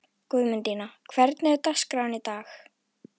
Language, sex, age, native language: Icelandic, female, 11, Icelandic